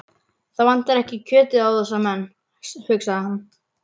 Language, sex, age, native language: Icelandic, male, 11, Icelandic